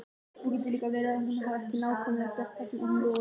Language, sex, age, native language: Icelandic, male, 20-29, Icelandic